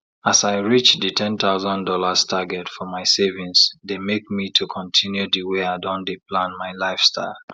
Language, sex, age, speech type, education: Nigerian Pidgin, male, 30-45, spontaneous, tertiary